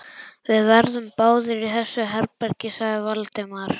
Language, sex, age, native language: Icelandic, male, 11, Icelandic